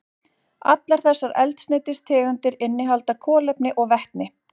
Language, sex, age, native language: Icelandic, female, 40-49, Icelandic